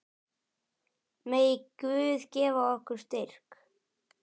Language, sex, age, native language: Icelandic, male, 10, Icelandic